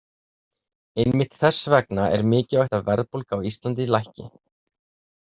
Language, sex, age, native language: Icelandic, male, 30-39, Icelandic